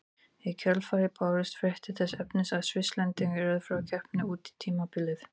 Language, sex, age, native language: Icelandic, female, 40-49, Icelandic